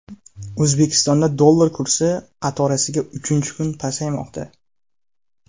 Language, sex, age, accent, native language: Uzbek, male, 18-24, Namangan, Uzbek